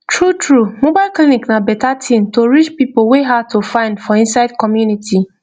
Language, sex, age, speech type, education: Nigerian Pidgin, female, 15-29, spontaneous, tertiary